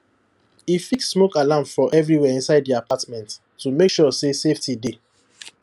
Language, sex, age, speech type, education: Nigerian Pidgin, male, 15-29, spontaneous, tertiary